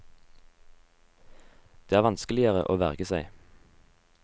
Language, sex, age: Norwegian, male, 18